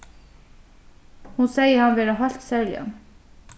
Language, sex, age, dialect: Faroese, female, 36-60, Norðurstreymoy/Eysturoy